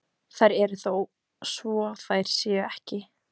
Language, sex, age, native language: Icelandic, female, 15, Icelandic